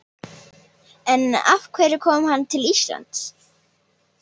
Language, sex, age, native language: Icelandic, female, 18-19, Icelandic